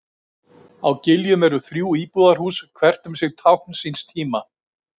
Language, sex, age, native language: Icelandic, male, 60-69, Icelandic